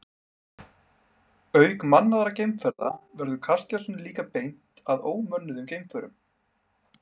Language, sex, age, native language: Icelandic, male, 30-39, Icelandic